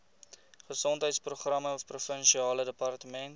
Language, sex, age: Afrikaans, male, 20